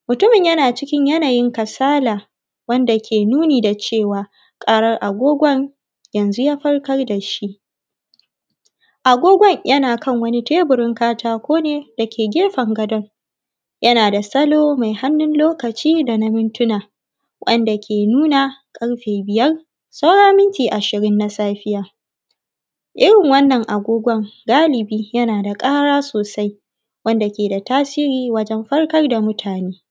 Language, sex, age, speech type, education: Hausa, female, 15-29, spontaneous, tertiary